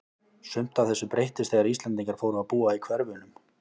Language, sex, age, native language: Icelandic, male, 20-29, Icelandic